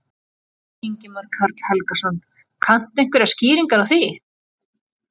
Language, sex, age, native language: Icelandic, female, 40-49, Icelandic